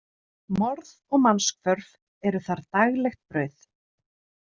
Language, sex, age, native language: Icelandic, female, 30-39, Icelandic